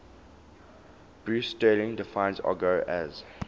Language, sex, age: English, male, 19